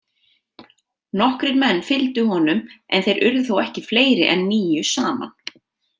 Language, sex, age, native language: Icelandic, female, 30-39, Icelandic